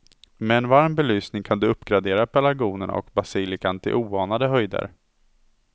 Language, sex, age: Swedish, male, 27